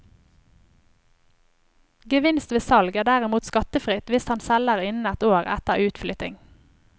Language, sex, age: Norwegian, female, 25